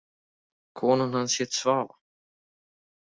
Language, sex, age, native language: Icelandic, male, 18-19, Icelandic